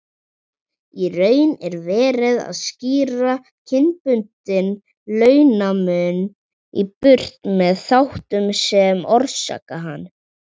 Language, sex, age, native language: Icelandic, male, 40-49, Icelandic